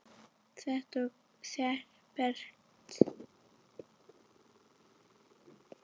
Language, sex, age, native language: Icelandic, female, 10, Icelandic